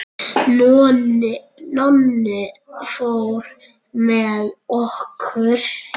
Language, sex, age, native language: Icelandic, male, 9, Icelandic